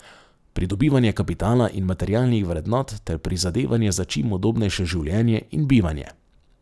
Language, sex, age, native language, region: Slovenian, male, 30-49, Slovenian, Savinja region